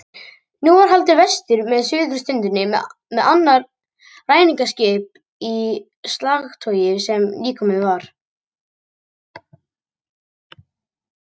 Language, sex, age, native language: Icelandic, male, 18-19, Icelandic